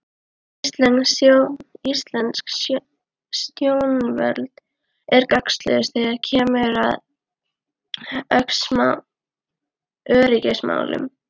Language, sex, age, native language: Icelandic, female, 12, Icelandic